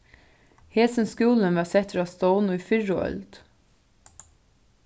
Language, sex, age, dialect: Faroese, female, 15-35, Suðurstreymoy